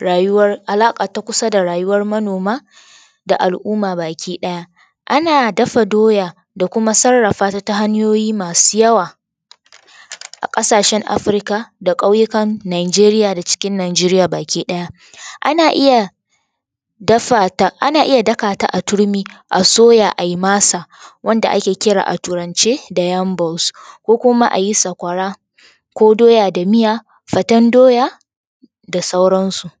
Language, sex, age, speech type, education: Hausa, female, 15-29, spontaneous, tertiary